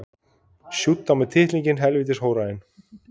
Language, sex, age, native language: Icelandic, male, 30-39, Icelandic